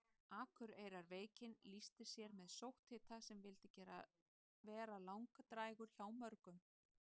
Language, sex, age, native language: Icelandic, female, 30-39, Icelandic